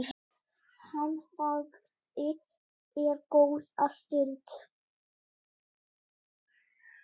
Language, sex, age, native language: Icelandic, female, 8, Icelandic